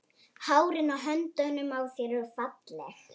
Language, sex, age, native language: Icelandic, male, 11, Icelandic